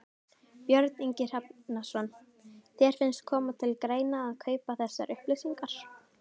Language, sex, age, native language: Icelandic, female, 18-19, Icelandic